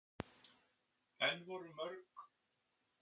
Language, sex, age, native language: Icelandic, male, 60-69, Icelandic